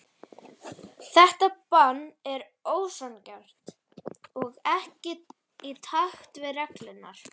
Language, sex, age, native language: Icelandic, male, 40-49, Icelandic